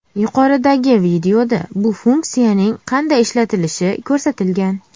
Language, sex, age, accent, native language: Uzbek, female, 19-29, Farg'ona, Uzbek